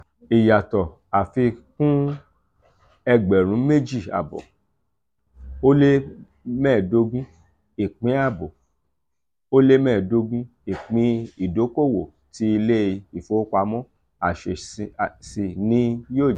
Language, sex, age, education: Yoruba, male, 46-60, tertiary